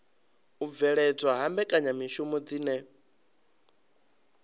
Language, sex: Venda, male